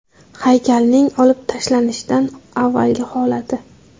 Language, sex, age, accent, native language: Uzbek, female, under 19, Qashqadaryo, Uzbek